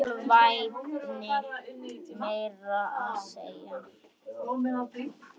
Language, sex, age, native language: Icelandic, male, 9, Icelandic